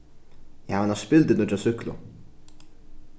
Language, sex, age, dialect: Faroese, male, 15-35, Norðuroyggjar